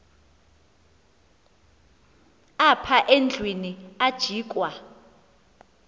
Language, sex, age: Xhosa, female, 24